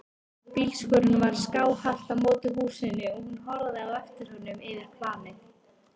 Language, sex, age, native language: Icelandic, female, 18-19, Icelandic